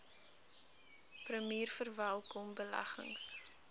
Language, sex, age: Afrikaans, female, 19